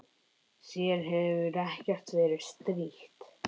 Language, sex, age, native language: Icelandic, male, 10, Icelandic